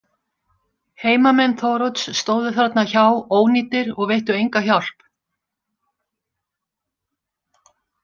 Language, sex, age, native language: Icelandic, female, 60-69, Icelandic